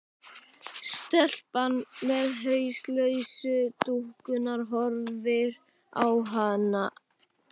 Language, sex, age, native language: Icelandic, male, 12, Icelandic